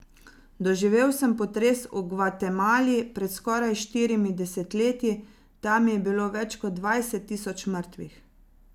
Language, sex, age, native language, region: Slovenian, female, 30-49, Slovenian, Zasavska region